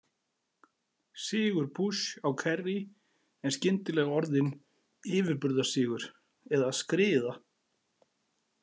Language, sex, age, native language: Icelandic, male, 40-49, Icelandic